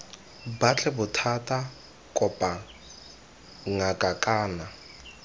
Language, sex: Tswana, male